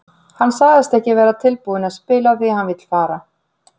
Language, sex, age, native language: Icelandic, female, 40-49, Icelandic